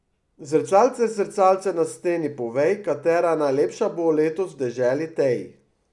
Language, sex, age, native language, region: Slovenian, male, 50-59, Slovenian, Drava region